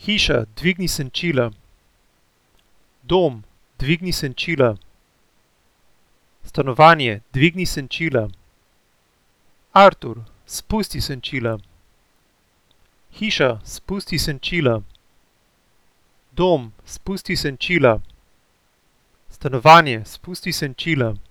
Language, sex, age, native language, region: Slovenian, male, 18-29, Slovenian, Central Slovenia